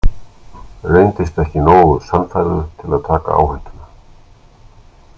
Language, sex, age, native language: Icelandic, male, 60-69, Icelandic